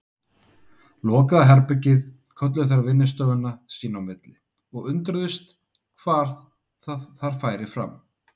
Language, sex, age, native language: Icelandic, male, 30-39, Icelandic